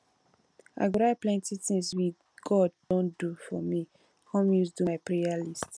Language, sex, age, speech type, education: Nigerian Pidgin, female, 15-29, spontaneous, tertiary